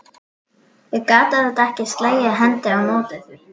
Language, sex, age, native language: Icelandic, female, 12, Icelandic